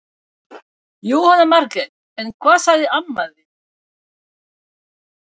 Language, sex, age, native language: Icelandic, female, 60-69, French